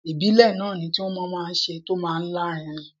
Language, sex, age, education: Yoruba, female, 46-60, primary